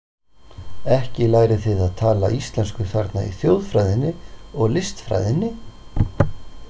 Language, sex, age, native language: Icelandic, male, 40-49, Icelandic